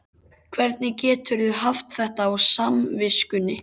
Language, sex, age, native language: Icelandic, male, 13, Icelandic